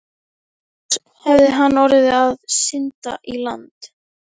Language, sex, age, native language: Icelandic, female, 11, Icelandic